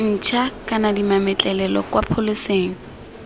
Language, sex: Tswana, female